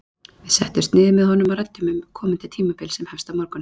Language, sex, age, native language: Icelandic, female, 30-39, Icelandic